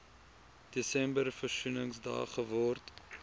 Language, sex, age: Afrikaans, male, 19